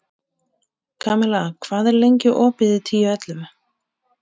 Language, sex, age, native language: Icelandic, female, 30-39, Icelandic